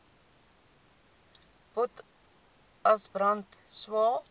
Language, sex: Afrikaans, female